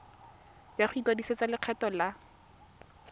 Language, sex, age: Tswana, female, 18